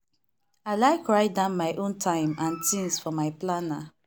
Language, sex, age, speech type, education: Nigerian Pidgin, female, 15-29, spontaneous, tertiary